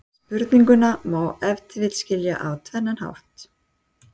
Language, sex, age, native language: Icelandic, female, 60-69, Icelandic